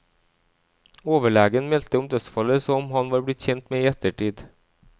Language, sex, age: Norwegian, male, 37